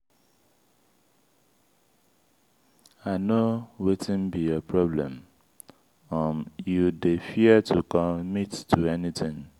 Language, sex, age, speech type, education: Nigerian Pidgin, male, 30-45, spontaneous, tertiary